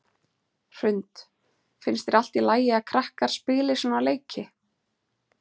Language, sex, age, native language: Icelandic, female, 30-39, Icelandic